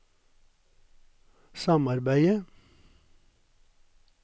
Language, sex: Norwegian, male